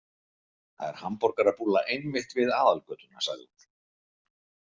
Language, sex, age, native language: Icelandic, male, 50-59, Icelandic